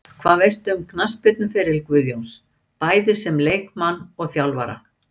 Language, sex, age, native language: Icelandic, female, 60-69, Icelandic